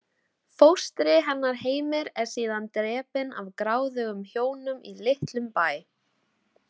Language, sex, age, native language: Icelandic, female, 20-29, Icelandic